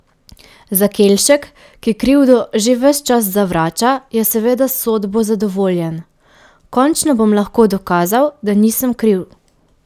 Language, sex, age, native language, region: Slovenian, female, 18-29, Slovenian, Pomurje region